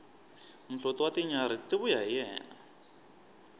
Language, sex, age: Tsonga, male, 23